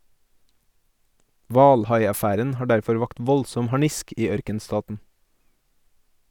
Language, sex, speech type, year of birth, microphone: Norwegian, male, read, 1989, Sennheiser